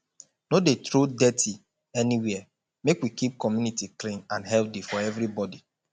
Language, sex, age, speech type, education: Nigerian Pidgin, male, 15-29, spontaneous, tertiary